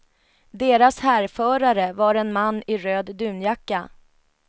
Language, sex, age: Swedish, female, 33